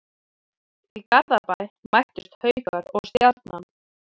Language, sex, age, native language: Icelandic, female, 30-39, Icelandic